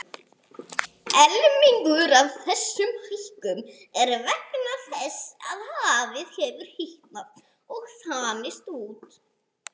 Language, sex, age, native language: Icelandic, female, 20-29, Icelandic